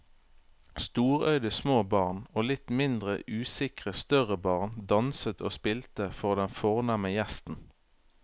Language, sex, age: Norwegian, male, 31